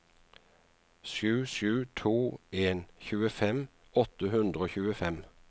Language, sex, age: Norwegian, male, 49